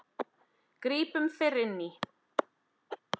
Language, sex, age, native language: Icelandic, female, 10, Icelandic